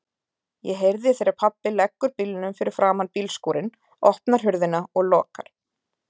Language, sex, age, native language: Icelandic, female, 30-39, Icelandic